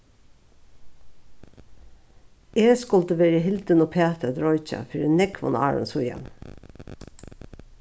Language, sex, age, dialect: Faroese, female, 36-60, Norðuroyggjar